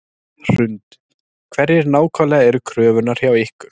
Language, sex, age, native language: Icelandic, male, 30-39, Icelandic